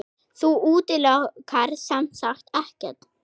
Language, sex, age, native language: Icelandic, male, 6, Icelandic